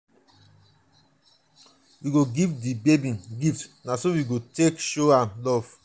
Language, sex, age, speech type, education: Nigerian Pidgin, male, 30-45, spontaneous, tertiary